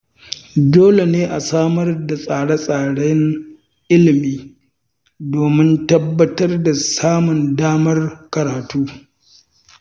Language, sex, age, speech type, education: Hausa, male, 60+, read, tertiary